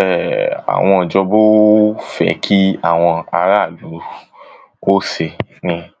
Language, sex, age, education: Yoruba, male, 15-29, tertiary